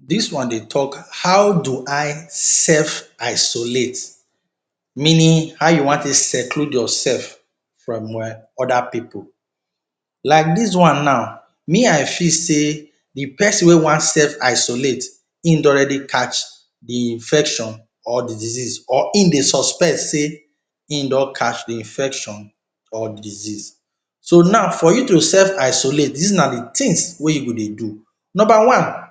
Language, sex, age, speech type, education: Nigerian Pidgin, male, 30-45, spontaneous, tertiary